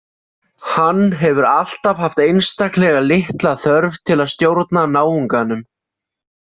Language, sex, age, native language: Icelandic, male, 20-29, Icelandic